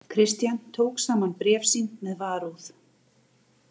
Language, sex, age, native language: Icelandic, female, 30-39, Icelandic